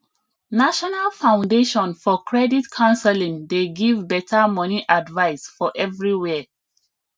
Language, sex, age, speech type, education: Nigerian Pidgin, female, 30-45, spontaneous, tertiary